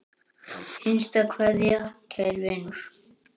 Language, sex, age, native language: Icelandic, male, 10, Icelandic